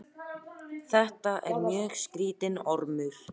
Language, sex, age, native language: Icelandic, female, 18-19, Icelandic